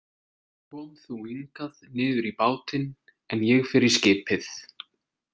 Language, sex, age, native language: Icelandic, male, 20-29, Icelandic